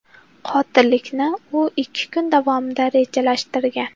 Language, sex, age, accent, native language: Uzbek, female, 18-24, Farg'ona, Uzbek